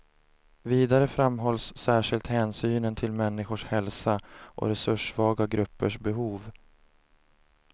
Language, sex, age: Swedish, male, 30